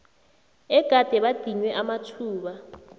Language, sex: South Ndebele, female